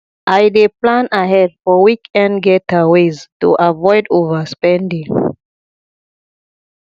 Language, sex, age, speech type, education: Nigerian Pidgin, female, 30-45, spontaneous, tertiary